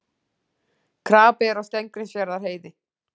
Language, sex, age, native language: Icelandic, female, 40-49, Icelandic